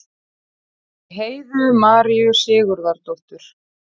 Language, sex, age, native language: Icelandic, female, 40-49, Icelandic